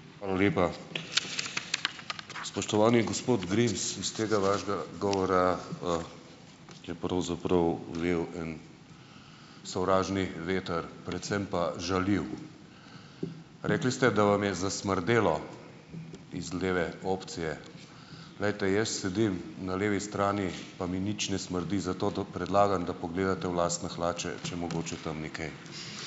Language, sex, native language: Slovenian, male, Slovenian